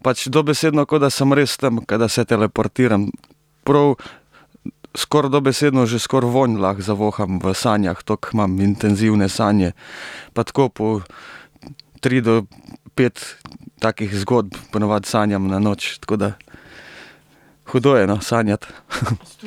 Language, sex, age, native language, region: Slovenian, male, 30-49, Slovenian, Primorsko-notranjska region